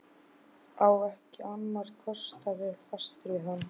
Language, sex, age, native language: Icelandic, male, 12, Icelandic